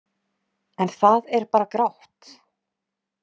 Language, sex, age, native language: Icelandic, female, 30-39, Icelandic